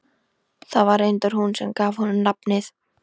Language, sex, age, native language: Icelandic, female, 13, Icelandic